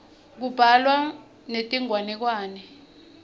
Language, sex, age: Swati, female, 21